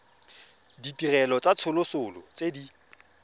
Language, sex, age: Tswana, male, 24